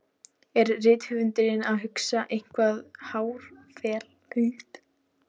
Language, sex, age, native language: Icelandic, female, 12, Icelandic